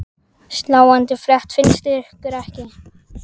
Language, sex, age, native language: Icelandic, male, 10, Icelandic